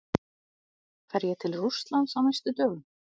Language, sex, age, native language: Icelandic, other, 40-49, Icelandic